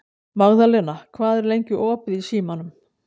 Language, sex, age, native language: Icelandic, female, 60-69, Icelandic